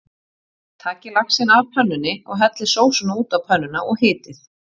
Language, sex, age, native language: Icelandic, female, 40-49, Icelandic